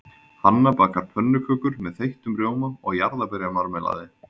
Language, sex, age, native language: Icelandic, male, 20-29, Icelandic